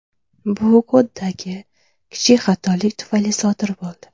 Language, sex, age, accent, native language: Uzbek, female, 18-24, Toshkent shahri, Uzbek